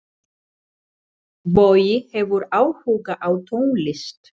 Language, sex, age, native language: Icelandic, female, 40-49, Spanish